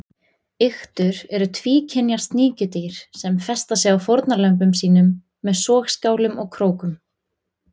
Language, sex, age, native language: Icelandic, female, 20-29, Icelandic